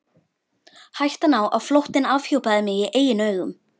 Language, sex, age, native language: Icelandic, female, 12, Icelandic